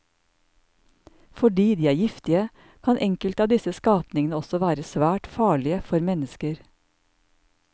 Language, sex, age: Norwegian, male, 54